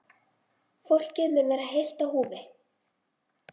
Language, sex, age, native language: Icelandic, female, 20-29, Icelandic